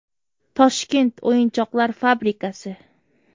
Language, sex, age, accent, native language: Uzbek, female, 25-34, Qoraqalpog'iston, Uzbek